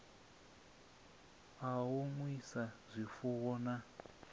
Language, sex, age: Venda, male, 27